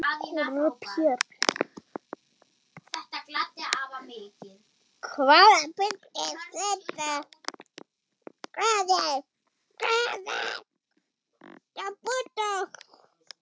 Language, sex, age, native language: Icelandic, male, 6, German